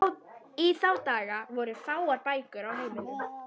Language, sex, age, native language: Icelandic, female, 11, Icelandic